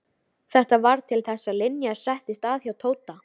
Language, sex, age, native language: Icelandic, female, 13, Icelandic